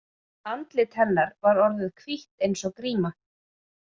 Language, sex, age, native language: Icelandic, female, 30-39, Icelandic